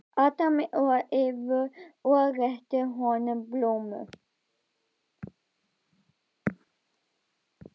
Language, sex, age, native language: Icelandic, female, 12, Icelandic